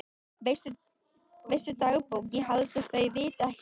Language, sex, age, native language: Icelandic, female, 13, Icelandic